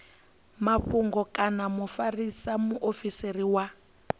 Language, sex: Venda, female